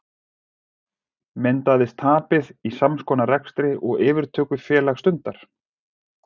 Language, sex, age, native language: Icelandic, male, 40-49, Icelandic